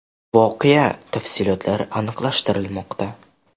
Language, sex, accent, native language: Uzbek, male, Samarqand, Uzbek